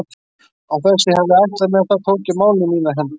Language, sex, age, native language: Icelandic, male, 30-39, Icelandic